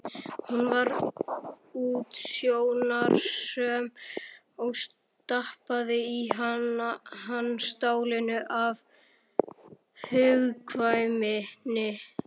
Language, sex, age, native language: Icelandic, male, 11, Icelandic